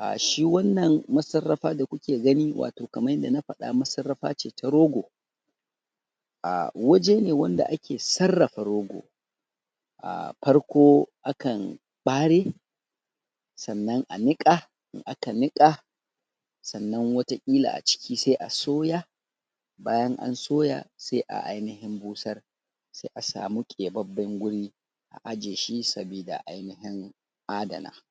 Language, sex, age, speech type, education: Hausa, male, 30-45, spontaneous, tertiary